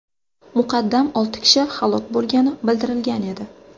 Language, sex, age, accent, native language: Uzbek, female, 25-34, Sirdaryo, Uzbek